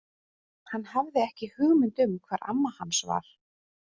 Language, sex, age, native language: Icelandic, female, 30-39, Icelandic